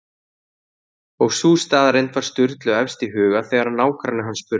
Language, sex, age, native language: Icelandic, male, 30-39, Icelandic